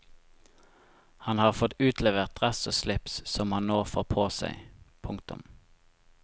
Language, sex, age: Norwegian, male, 25